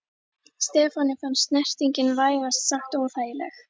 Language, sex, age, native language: Icelandic, female, 13, Icelandic